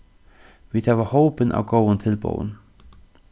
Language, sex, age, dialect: Faroese, male, 36-60, Suðurstreymoy